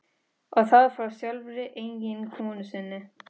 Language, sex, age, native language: Icelandic, female, 13, Spanish